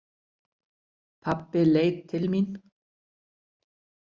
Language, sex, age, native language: Icelandic, female, 60-69, Icelandic